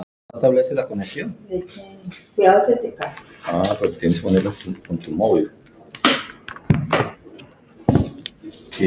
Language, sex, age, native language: Icelandic, female, 10, Icelandic